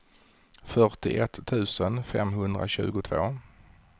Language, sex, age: Swedish, male, 40